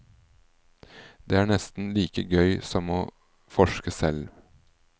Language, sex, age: Norwegian, male, 38